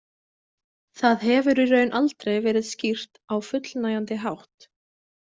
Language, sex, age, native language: Icelandic, female, 20-29, Icelandic